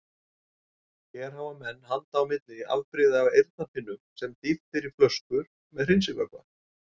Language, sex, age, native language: Icelandic, male, 40-49, Icelandic